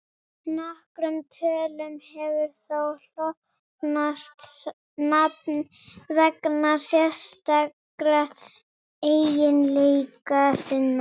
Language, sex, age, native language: Icelandic, female, 30-39, Icelandic